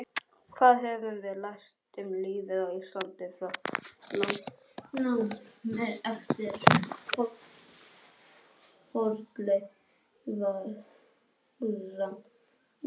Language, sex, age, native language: Icelandic, male, 21, Icelandic